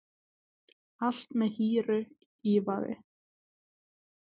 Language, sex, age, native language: Icelandic, female, 20-29, Icelandic